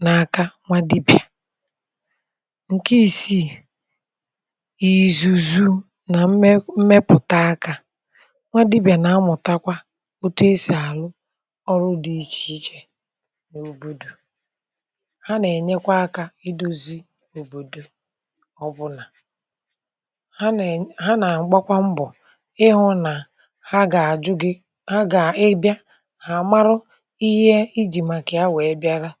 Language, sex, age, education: Igbo, female, 46-60, tertiary